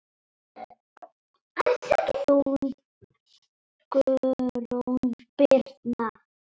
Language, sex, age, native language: Icelandic, male, 7, Icelandic